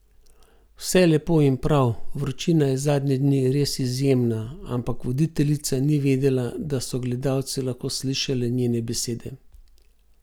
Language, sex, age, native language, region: Slovenian, male, 50-59, Slovenian, Gorenjska region